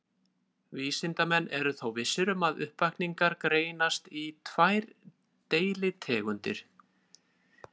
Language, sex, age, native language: Icelandic, male, 30-39, Icelandic